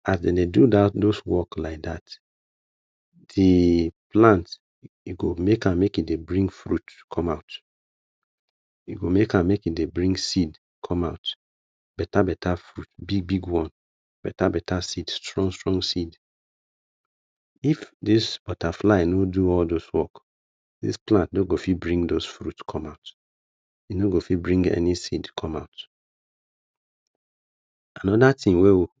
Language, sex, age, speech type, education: Nigerian Pidgin, male, 30-45, spontaneous, tertiary